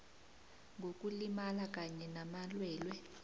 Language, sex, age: South Ndebele, female, 29